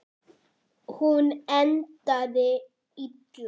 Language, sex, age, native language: Icelandic, female, 8, Icelandic